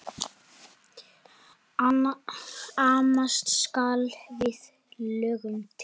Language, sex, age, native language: Icelandic, male, 9, Icelandic